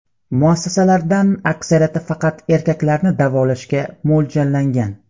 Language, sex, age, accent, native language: Uzbek, male, 18-24, Qashqadaryo, Uzbek